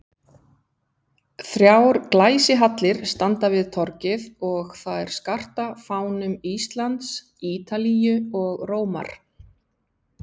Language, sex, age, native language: Icelandic, female, 50-59, Icelandic